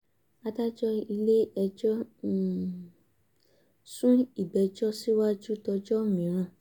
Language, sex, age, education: Yoruba, female, 15-29, tertiary